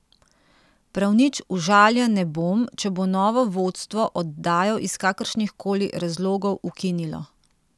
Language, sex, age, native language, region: Slovenian, female, 30-49, Slovenian, Central Slovenia